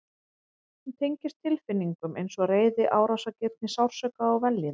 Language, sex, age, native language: Icelandic, female, 30-39, Icelandic